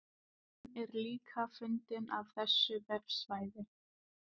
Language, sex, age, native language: Icelandic, female, 20-29, Icelandic